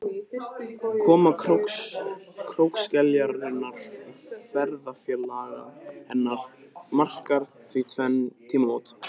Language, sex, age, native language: Icelandic, male, 13, Icelandic